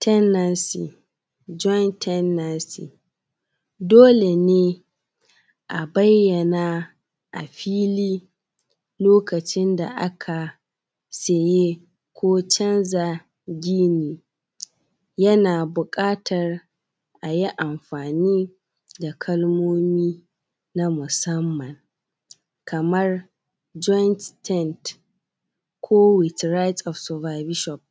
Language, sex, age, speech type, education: Hausa, female, 15-29, spontaneous, secondary